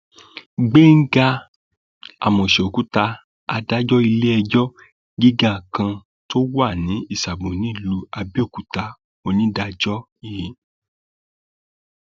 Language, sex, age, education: Yoruba, male, 30-45, tertiary